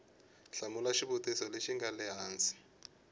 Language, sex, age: Tsonga, male, 21